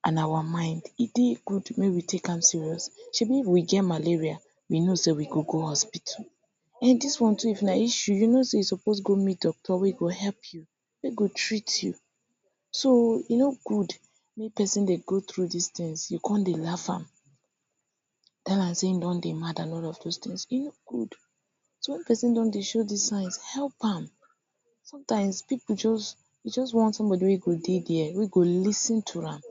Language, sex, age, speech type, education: Nigerian Pidgin, female, 15-29, spontaneous, tertiary